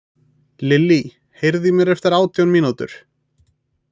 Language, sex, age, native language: Icelandic, male, 20-29, Icelandic